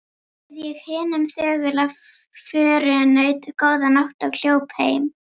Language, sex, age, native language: Icelandic, female, 11, Icelandic